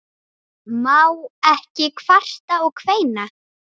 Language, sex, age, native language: Icelandic, female, 9, Icelandic